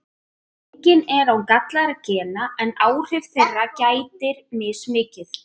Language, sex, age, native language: Icelandic, female, 30-39, Icelandic